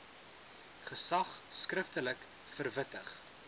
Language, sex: Afrikaans, male